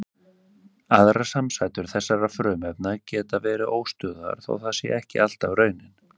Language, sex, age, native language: Icelandic, male, 30-39, Icelandic